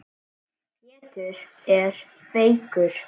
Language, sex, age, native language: Icelandic, male, 7, Icelandic